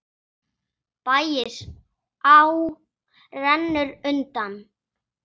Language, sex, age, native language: Icelandic, male, 6, Icelandic